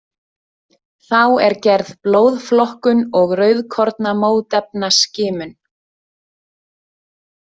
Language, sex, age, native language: Icelandic, female, 30-39, Icelandic